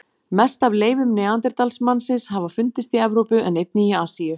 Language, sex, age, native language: Icelandic, female, 40-49, Icelandic